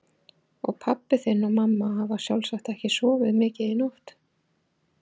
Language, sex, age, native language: Icelandic, female, 40-49, Icelandic